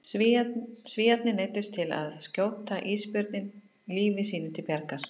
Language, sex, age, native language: Icelandic, female, 50-59, Icelandic